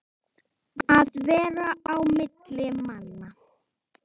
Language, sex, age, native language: Icelandic, female, 9, Icelandic